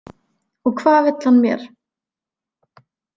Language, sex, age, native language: Icelandic, female, 20-29, Icelandic